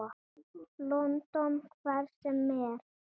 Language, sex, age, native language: Icelandic, female, 7, Icelandic